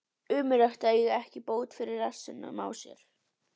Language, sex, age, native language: Icelandic, female, 11, Icelandic